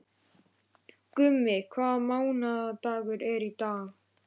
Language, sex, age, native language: Icelandic, male, 11, Icelandic